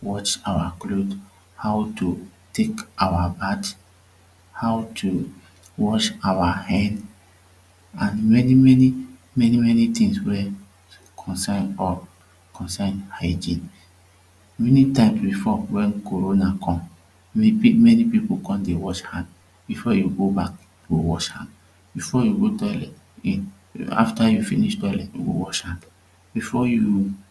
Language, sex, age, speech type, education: Nigerian Pidgin, male, 30-45, spontaneous, tertiary